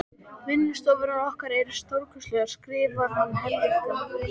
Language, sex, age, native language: Icelandic, male, 13, Icelandic